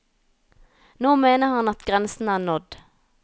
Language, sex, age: Norwegian, female, 19